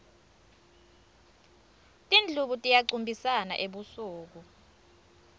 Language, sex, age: Swati, female, 24